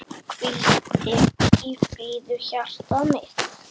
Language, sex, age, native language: Icelandic, male, 7, Icelandic